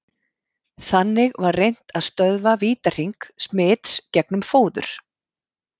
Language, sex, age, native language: Icelandic, female, 50-59, Icelandic